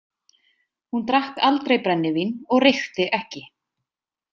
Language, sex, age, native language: Icelandic, female, 20-29, Icelandic